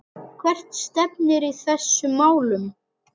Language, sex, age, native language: Icelandic, male, 9, Icelandic